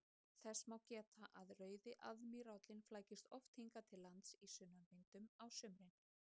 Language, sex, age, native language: Icelandic, female, 30-39, Icelandic